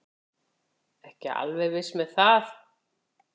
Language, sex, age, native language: Icelandic, female, 50-59, Icelandic